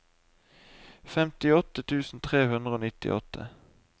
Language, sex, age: Norwegian, male, 20